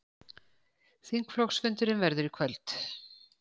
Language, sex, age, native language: Icelandic, female, 60-69, Icelandic